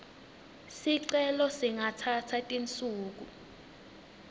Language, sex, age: Swati, female, 19